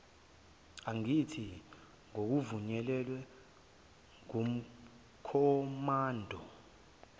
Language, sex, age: Zulu, male, 23